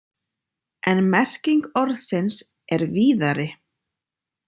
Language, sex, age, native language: Icelandic, female, 30-39, Icelandic